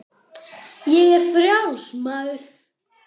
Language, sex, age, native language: Icelandic, male, 10, Icelandic